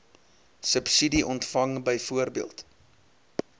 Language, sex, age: Afrikaans, male, 23